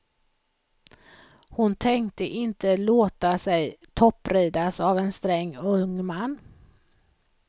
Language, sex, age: Swedish, female, 56